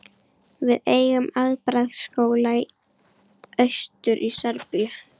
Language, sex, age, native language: Icelandic, female, 12, Icelandic